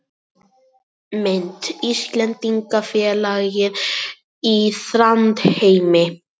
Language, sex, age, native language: Icelandic, female, 18-19, Icelandic